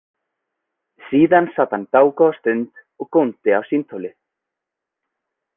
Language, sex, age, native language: Icelandic, male, 20-29, Icelandic